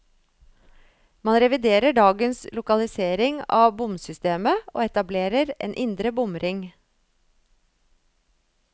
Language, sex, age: Norwegian, female, 35